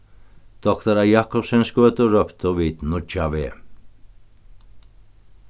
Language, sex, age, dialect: Faroese, male, 61+, Norðurstreymoy/Eysturoy